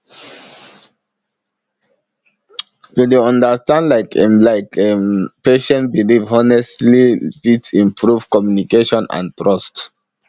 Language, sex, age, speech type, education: Nigerian Pidgin, male, 15-29, spontaneous, tertiary